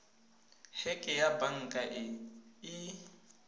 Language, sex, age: Tswana, female, 22